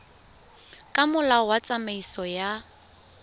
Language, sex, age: Tswana, female, 20